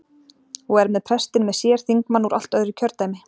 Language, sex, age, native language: Icelandic, female, 40-49, Icelandic